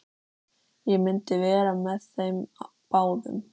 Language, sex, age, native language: Icelandic, female, 13, Icelandic